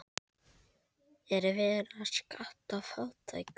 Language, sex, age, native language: Icelandic, female, 7, Icelandic